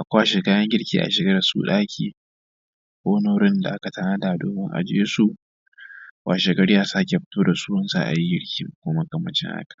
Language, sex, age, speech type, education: Hausa, male, 15-29, spontaneous, tertiary